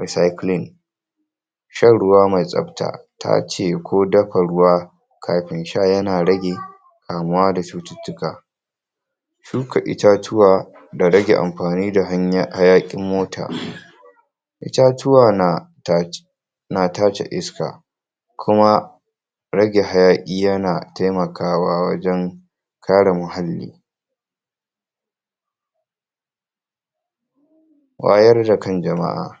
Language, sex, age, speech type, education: Hausa, male, 46-60, spontaneous, tertiary